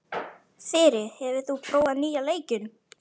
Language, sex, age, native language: Icelandic, male, 11, Icelandic